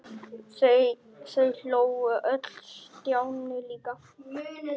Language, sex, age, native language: Icelandic, male, 9, Icelandic